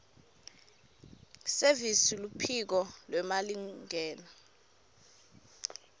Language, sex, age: Swati, female, 23